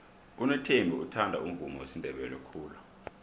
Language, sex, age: South Ndebele, male, 23